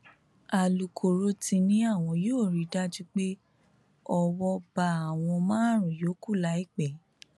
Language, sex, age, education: Yoruba, female, 15-29, tertiary